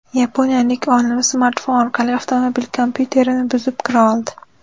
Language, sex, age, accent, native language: Uzbek, female, under 19, Farg'ona, Uzbek